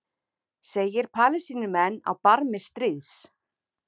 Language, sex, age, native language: Icelandic, female, 30-39, Icelandic